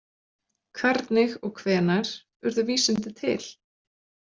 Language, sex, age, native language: Icelandic, female, 20-29, Icelandic